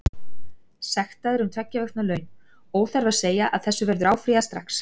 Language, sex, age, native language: Icelandic, female, 40-49, Icelandic